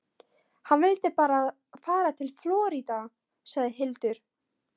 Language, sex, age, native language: Icelandic, female, 13, Polish